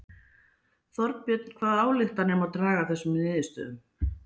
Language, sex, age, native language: Icelandic, female, 40-49, Icelandic